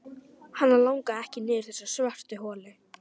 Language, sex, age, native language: Icelandic, female, 11, Icelandic